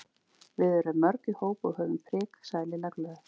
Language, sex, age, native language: Icelandic, female, 40-49, Icelandic